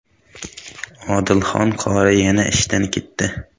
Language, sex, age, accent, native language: Uzbek, male, 18-24, Samarqand, Uzbek